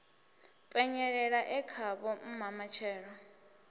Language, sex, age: Venda, female, 24